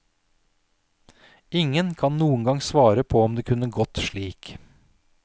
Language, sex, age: Norwegian, male, 46